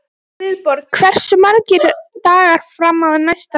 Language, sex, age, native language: Icelandic, female, 12, Icelandic